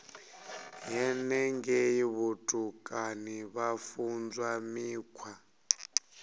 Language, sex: Venda, male